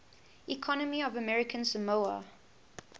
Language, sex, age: English, female, 18